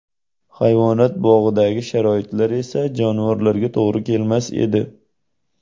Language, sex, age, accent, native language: Uzbek, male, 18-24, Jizzax, Uzbek